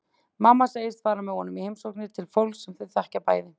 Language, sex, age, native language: Icelandic, female, 30-39, Icelandic